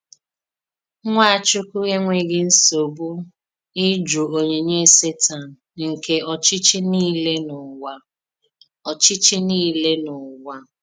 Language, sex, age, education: Igbo, female, 15-29, tertiary